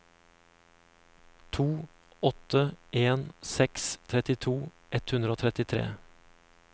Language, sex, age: Norwegian, male, 35